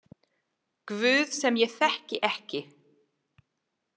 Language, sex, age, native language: Icelandic, female, 40-49, English